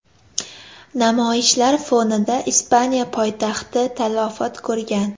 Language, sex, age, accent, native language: Uzbek, female, 18-24, Sirdaryo, Uzbek